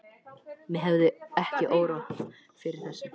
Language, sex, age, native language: Icelandic, male, 13, Icelandic